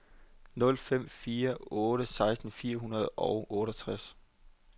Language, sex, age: Danish, male, 25